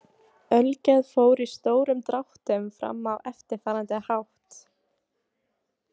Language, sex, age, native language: Icelandic, female, 18-19, Icelandic